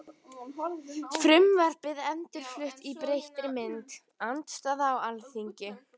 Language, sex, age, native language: Icelandic, female, 14, Icelandic